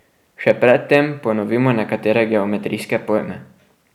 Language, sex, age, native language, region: Slovenian, male, 12-17, Slovenian, Drava region